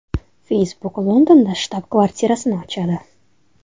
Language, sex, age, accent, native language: Uzbek, female, 19-29, Toshkent shahri, Uzbek